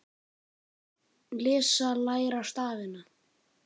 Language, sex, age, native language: Icelandic, male, 9, Icelandic